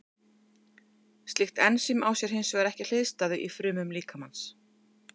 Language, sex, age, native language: Icelandic, female, 50-59, Icelandic